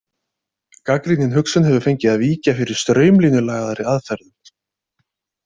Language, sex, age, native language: Icelandic, male, 30-39, Icelandic